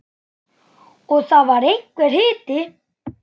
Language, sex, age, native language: Icelandic, female, 9, Icelandic